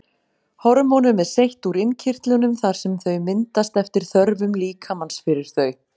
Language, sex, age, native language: Icelandic, female, 40-49, Icelandic